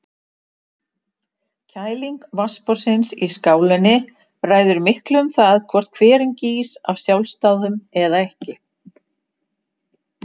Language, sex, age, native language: Icelandic, female, 60-69, Icelandic